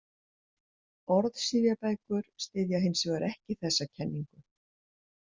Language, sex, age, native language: Icelandic, female, 60-69, Icelandic